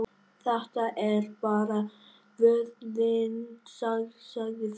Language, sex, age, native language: Icelandic, male, 11, Vietnamese